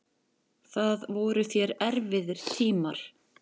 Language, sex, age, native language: Icelandic, male, 10, Icelandic